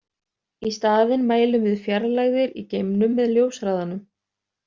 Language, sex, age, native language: Icelandic, other, 30-39, Icelandic